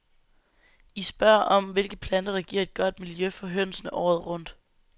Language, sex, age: Danish, female, 19